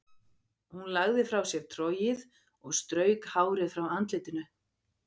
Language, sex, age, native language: Icelandic, female, 50-59, Icelandic